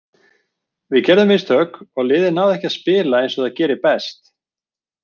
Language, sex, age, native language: Icelandic, male, 40-49, Icelandic